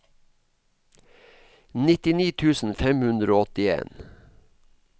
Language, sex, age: Norwegian, male, 54